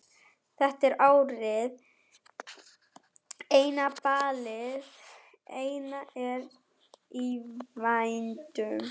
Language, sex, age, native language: Icelandic, female, 11, German